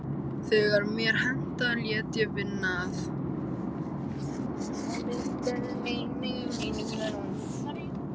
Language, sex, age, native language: Icelandic, male, 13, Icelandic